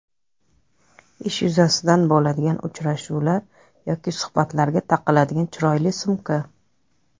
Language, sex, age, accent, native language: Uzbek, female, 30-39, Toshkent shahri, Uzbek